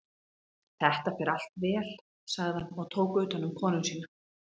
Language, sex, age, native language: Icelandic, female, 40-49, Icelandic